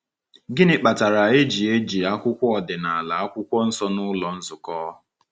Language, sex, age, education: Igbo, male, 15-29, tertiary